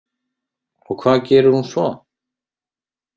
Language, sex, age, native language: Icelandic, male, 30-39, Icelandic